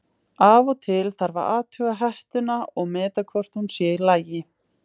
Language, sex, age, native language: Icelandic, female, 20-29, Icelandic